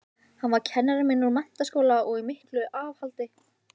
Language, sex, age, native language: Icelandic, female, 15, Icelandic